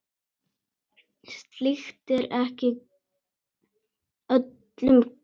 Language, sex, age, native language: Icelandic, male, 9, Icelandic